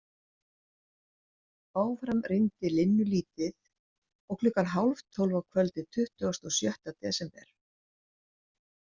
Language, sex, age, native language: Icelandic, female, 60-69, Icelandic